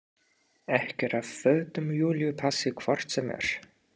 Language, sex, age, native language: Icelandic, male, 30-39, English